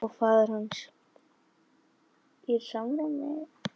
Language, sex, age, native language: Icelandic, female, 10, Icelandic